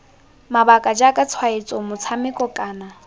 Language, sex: Tswana, female